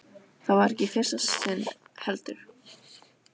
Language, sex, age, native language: Icelandic, female, 12, Icelandic